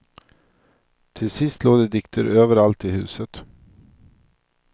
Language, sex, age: Swedish, male, 42